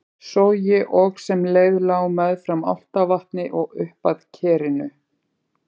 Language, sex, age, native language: Icelandic, female, 50-59, Icelandic